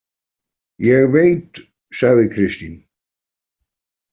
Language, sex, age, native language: Icelandic, male, 40-49, Icelandic